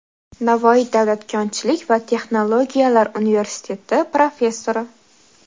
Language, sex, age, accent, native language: Uzbek, female, 18-24, Xorazm, Uzbek